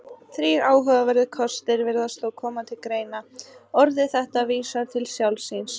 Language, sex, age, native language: Icelandic, female, 30-39, Icelandic